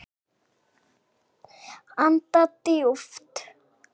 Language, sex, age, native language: Icelandic, male, 6, Icelandic